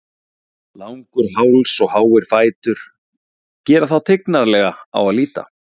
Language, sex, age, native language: Icelandic, male, 40-49, Icelandic